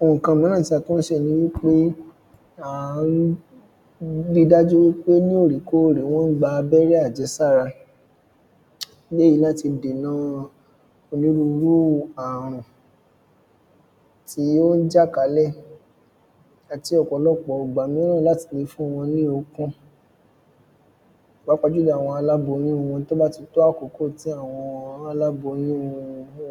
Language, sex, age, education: Yoruba, male, 15-29, secondary